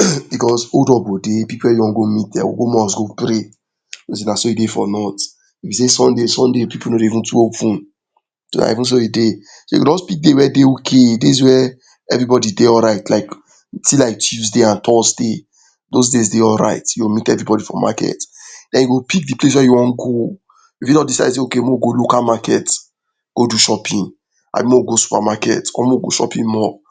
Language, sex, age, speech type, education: Nigerian Pidgin, male, 46-60, spontaneous, tertiary